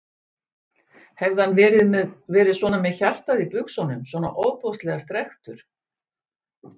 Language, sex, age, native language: Icelandic, female, 60-69, Icelandic